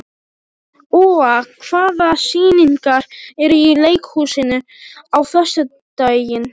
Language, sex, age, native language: Icelandic, other, 18-19, Polish